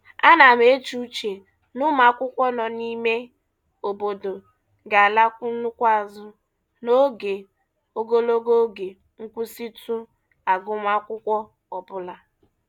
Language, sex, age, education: Igbo, female, 15-29, secondary